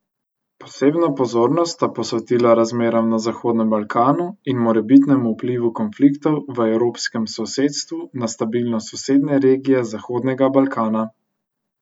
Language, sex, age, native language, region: Slovenian, male, 18-29, Slovenian, Central Slovenia